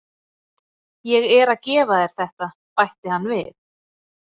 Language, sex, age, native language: Icelandic, female, 30-39, Icelandic